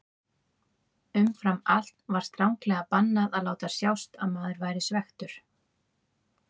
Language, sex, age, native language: Icelandic, female, 30-39, Icelandic